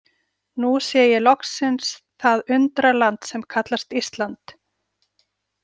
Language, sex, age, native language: Icelandic, female, 40-49, Icelandic